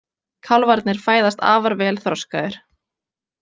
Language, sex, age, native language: Icelandic, female, 20-29, Icelandic